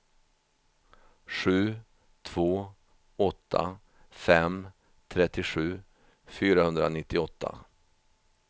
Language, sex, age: Swedish, male, 50